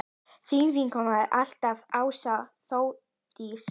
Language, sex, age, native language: Icelandic, female, 10, Icelandic